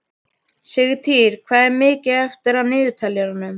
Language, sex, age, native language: Icelandic, female, 12, Icelandic